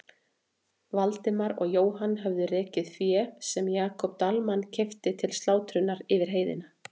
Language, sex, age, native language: Icelandic, female, 40-49, Icelandic